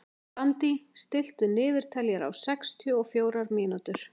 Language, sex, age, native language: Icelandic, female, 40-49, Icelandic